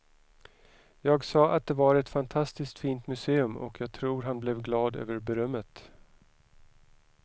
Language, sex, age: Swedish, male, 41